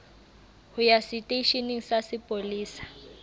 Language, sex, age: Southern Sotho, female, 18